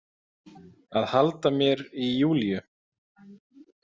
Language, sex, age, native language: Icelandic, male, 20-29, Icelandic